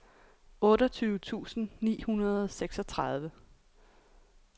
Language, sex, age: Danish, female, 28